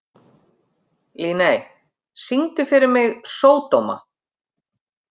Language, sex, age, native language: Icelandic, female, 50-59, Icelandic